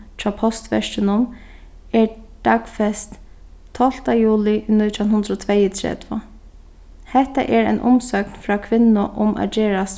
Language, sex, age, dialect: Faroese, female, 15-35, Sandoy